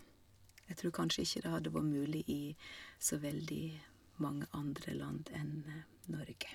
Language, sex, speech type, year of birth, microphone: Norwegian, female, spontaneous, 1970, Shure